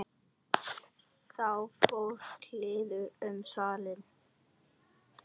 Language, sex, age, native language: Icelandic, male, 10, Icelandic